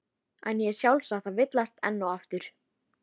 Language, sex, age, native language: Icelandic, female, 13, Icelandic